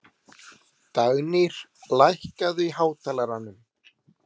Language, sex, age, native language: Icelandic, male, 30-39, Icelandic